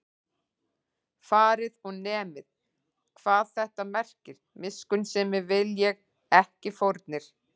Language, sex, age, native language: Icelandic, female, 40-49, Icelandic